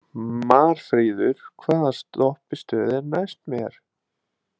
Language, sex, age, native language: Icelandic, male, 20-29, Icelandic